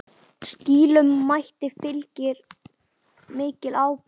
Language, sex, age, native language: Icelandic, male, 9, Icelandic